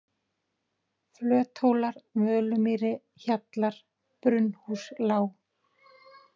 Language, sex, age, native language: Icelandic, female, 40-49, Icelandic